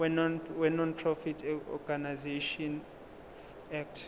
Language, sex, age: Zulu, male, 23